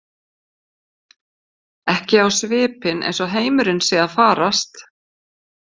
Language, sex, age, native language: Icelandic, female, 50-59, Icelandic